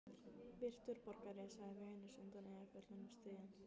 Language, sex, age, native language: Icelandic, female, 15, Icelandic